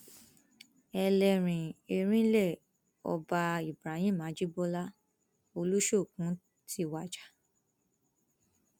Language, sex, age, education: Yoruba, female, 15-29, tertiary